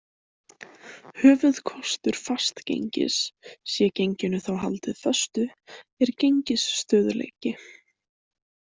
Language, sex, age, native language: Icelandic, female, 18-19, Icelandic